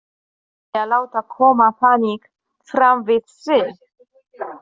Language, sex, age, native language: Icelandic, female, 30-39, Polish